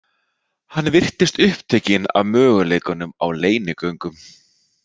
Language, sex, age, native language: Icelandic, male, 30-39, Icelandic